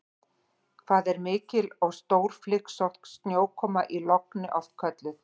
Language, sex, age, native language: Icelandic, female, 40-49, Icelandic